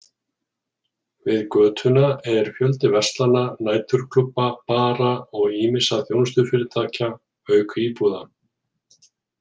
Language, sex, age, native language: Icelandic, male, 40-49, Icelandic